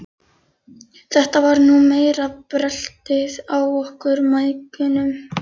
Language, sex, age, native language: Icelandic, female, 11, Icelandic